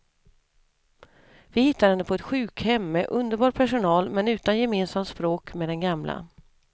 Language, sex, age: Swedish, female, 32